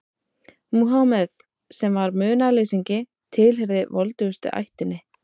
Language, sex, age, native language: Icelandic, female, 30-39, Icelandic